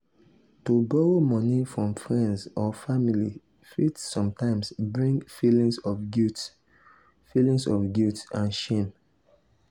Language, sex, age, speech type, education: Nigerian Pidgin, male, 30-45, spontaneous, secondary